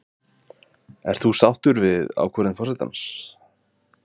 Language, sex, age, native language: Icelandic, male, 20-29, Icelandic